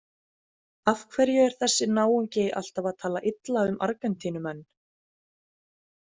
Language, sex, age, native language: Icelandic, female, 30-39, Icelandic